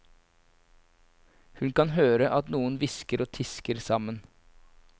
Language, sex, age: Norwegian, male, 24